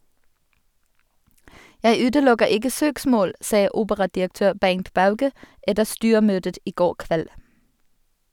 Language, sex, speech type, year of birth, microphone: Norwegian, female, read, 1985, Sennheiser